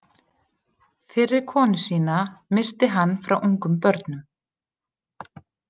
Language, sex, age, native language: Icelandic, female, 40-49, Icelandic